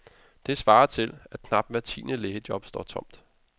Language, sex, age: Danish, male, 32